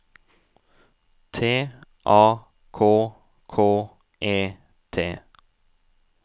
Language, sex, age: Norwegian, male, 18